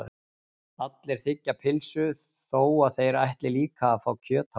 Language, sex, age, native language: Icelandic, male, 40-49, Icelandic